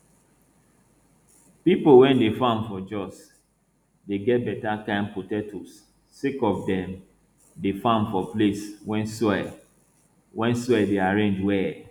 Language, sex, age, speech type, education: Nigerian Pidgin, male, 30-45, spontaneous, tertiary